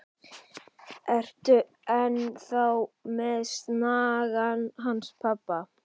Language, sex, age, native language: Icelandic, male, 12, Icelandic